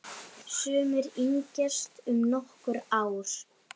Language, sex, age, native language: Icelandic, female, 7, Icelandic